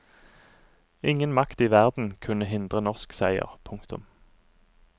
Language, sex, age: Norwegian, male, 39